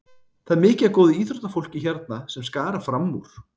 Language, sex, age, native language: Icelandic, male, 30-39, Icelandic